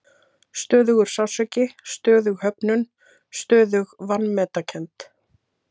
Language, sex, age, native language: Icelandic, female, 30-39, Icelandic